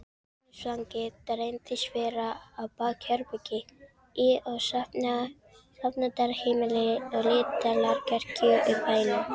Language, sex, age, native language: Icelandic, female, 13, Filipino